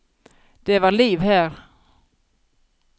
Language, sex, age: Norwegian, female, 42